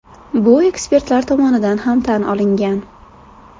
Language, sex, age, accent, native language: Uzbek, female, 18-24, Buxoro, Uzbek